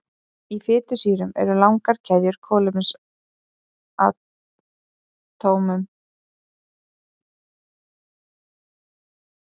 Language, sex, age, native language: Icelandic, female, 20-29, Icelandic